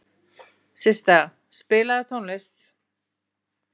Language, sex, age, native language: Icelandic, female, 40-49, Icelandic